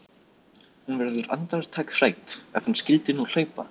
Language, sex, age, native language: Icelandic, male, 13, Icelandic